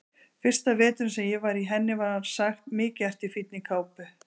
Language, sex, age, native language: Icelandic, female, 40-49, Icelandic